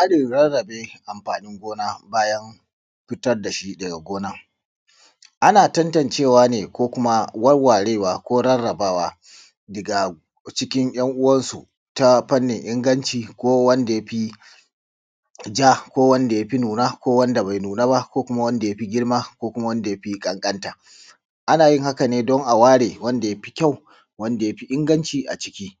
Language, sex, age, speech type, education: Hausa, male, 30-45, spontaneous, tertiary